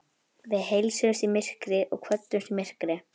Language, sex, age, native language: Icelandic, male, 11, Icelandic